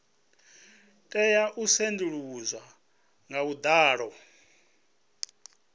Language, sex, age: Venda, male, 37